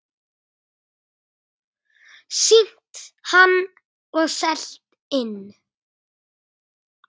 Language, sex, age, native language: Icelandic, male, 8, Icelandic